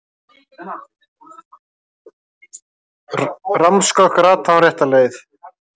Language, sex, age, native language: Icelandic, male, 30-39, Icelandic